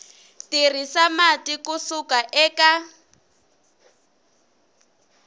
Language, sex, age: Tsonga, female, 19